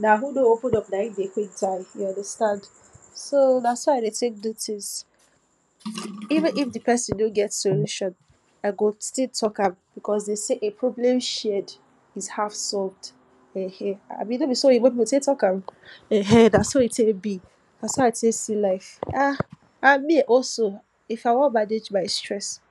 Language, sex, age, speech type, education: Nigerian Pidgin, female, 46-60, spontaneous, tertiary